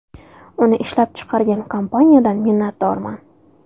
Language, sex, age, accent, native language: Uzbek, female, 19-29, Toshkent shahri, Uzbek